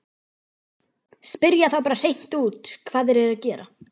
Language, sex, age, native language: Icelandic, female, 12, Icelandic